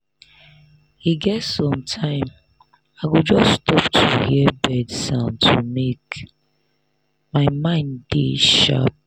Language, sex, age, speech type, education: Nigerian Pidgin, female, 30-45, spontaneous, tertiary